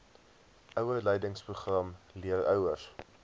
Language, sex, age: Afrikaans, male, 20